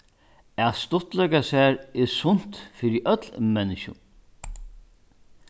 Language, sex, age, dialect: Faroese, male, 61+, Norðurstreymoy/Eysturoy